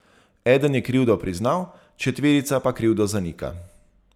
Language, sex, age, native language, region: Slovenian, male, 30-49, Slovenian, Zasavska region